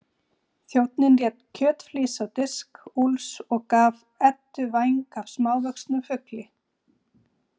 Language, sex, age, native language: Icelandic, female, 40-49, Icelandic